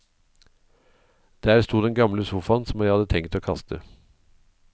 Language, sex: Norwegian, male